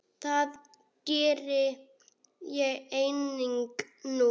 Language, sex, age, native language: Icelandic, female, 8, Icelandic